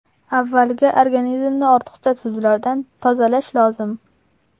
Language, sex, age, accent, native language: Uzbek, male, 12-17, Farg'ona, Uzbek